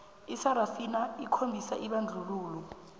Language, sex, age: South Ndebele, female, 22